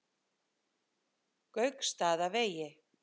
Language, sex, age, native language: Icelandic, female, 30-39, Icelandic